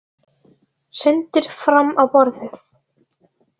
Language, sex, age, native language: Icelandic, other, 18-19, Icelandic